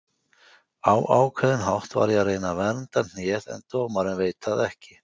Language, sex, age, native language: Icelandic, male, 50-59, Icelandic